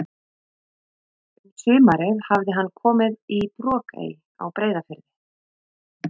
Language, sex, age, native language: Icelandic, female, 30-39, Icelandic